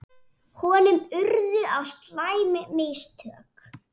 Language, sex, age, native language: Icelandic, female, 7, Icelandic